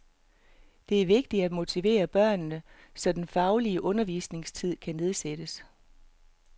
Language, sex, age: Danish, female, 48